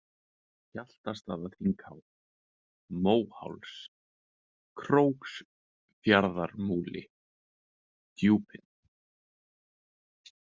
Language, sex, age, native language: Icelandic, male, 20-29, Icelandic